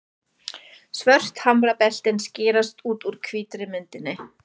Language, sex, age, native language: Icelandic, female, 40-49, German